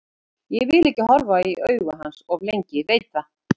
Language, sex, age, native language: Icelandic, female, 50-59, Icelandic